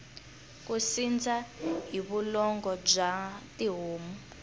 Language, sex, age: Tsonga, female, 19